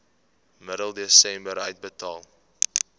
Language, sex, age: Afrikaans, male, 18